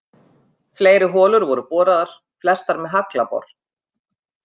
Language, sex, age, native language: Icelandic, female, 50-59, Icelandic